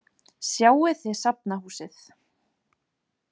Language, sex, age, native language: Icelandic, female, 20-29, Icelandic